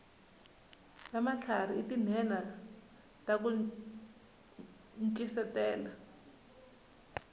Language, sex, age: Tsonga, female, 19